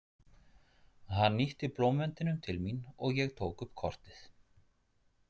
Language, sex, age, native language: Icelandic, male, 40-49, Icelandic